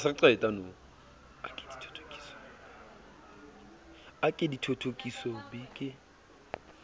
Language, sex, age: Southern Sotho, male, 27